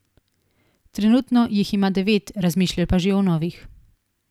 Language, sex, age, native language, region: Slovenian, female, 18-29, Slovenian, Primorsko-notranjska region